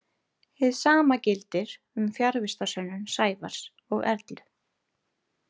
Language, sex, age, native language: Icelandic, female, 30-39, Icelandic